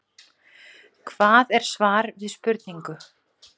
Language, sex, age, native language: Icelandic, female, 40-49, Icelandic